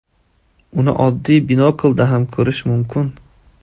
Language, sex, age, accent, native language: Uzbek, male, 25-34, Andijon, Uzbek